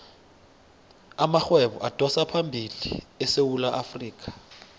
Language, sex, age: South Ndebele, male, 21